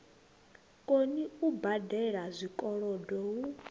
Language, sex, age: Venda, female, 21